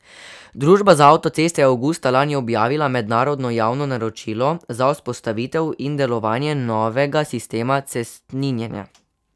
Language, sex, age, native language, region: Slovenian, male, 12-17, Slovenian, Savinja region